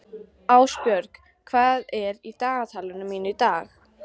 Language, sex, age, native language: Icelandic, female, 40-49, Icelandic